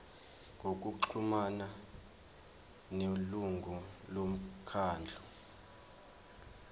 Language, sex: Zulu, male